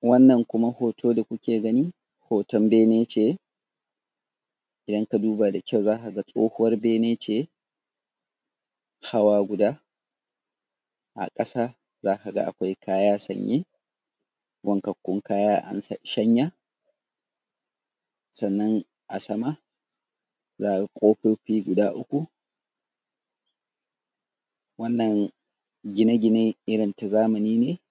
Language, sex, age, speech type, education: Hausa, male, 30-45, spontaneous, tertiary